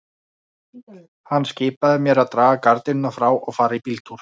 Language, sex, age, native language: Icelandic, male, 40-49, Icelandic